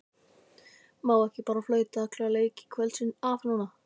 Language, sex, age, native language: Icelandic, male, 12, Icelandic